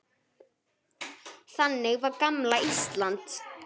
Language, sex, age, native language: Icelandic, female, 9, Icelandic